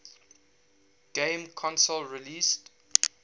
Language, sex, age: English, male, 19